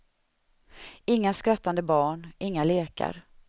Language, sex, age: Swedish, female, 31